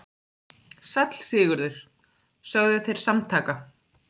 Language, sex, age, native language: Icelandic, female, 30-39, Icelandic